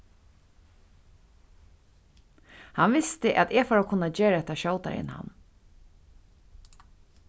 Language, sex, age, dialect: Faroese, female, 36-60, Suðurstreymoy